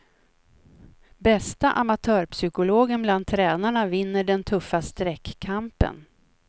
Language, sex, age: Swedish, female, 56